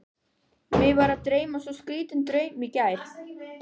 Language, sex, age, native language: Icelandic, female, 12, Icelandic